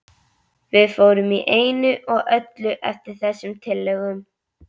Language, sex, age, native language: Icelandic, female, 11, Icelandic